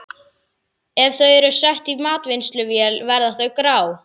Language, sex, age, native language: Icelandic, male, 11, Icelandic